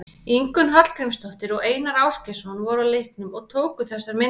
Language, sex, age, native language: Icelandic, female, 30-39, Icelandic